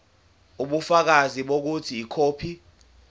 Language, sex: Zulu, male